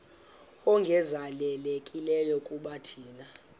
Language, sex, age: Xhosa, male, 26